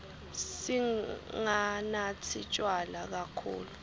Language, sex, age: Swati, female, 21